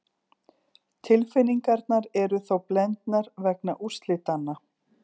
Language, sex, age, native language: Icelandic, female, 40-49, Icelandic